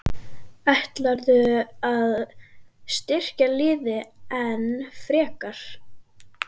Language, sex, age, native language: Icelandic, female, 12, Icelandic